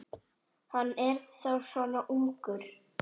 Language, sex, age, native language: Icelandic, male, 8, Icelandic